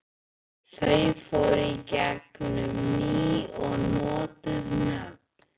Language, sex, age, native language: Icelandic, male, 11, Icelandic